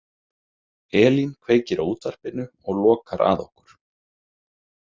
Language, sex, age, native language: Icelandic, male, 30-39, Icelandic